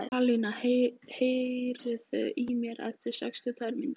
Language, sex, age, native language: Icelandic, female, 15, Icelandic